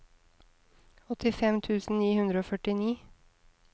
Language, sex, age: Norwegian, female, 30